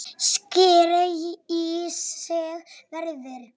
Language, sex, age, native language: Icelandic, female, 7, Polish